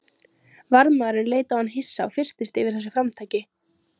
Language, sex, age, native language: Icelandic, female, 13, Icelandic